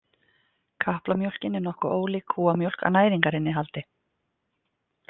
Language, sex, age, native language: Icelandic, female, 50-59, Icelandic